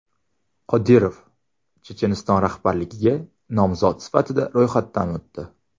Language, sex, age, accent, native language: Uzbek, male, 19-29, Toshkent viloyati, Uzbek